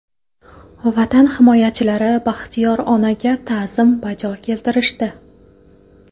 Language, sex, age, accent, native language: Uzbek, female, 18-24, Qoraqalpog'iston, Karakalpak